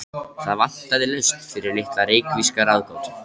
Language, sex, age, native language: Icelandic, male, 13, Icelandic